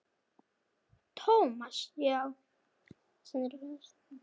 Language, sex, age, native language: Icelandic, female, 8, Icelandic